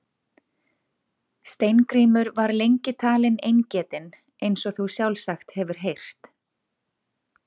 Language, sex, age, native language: Icelandic, female, 40-49, Icelandic